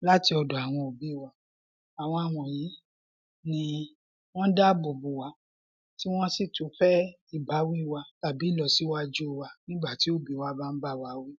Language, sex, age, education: Yoruba, female, 46-60, primary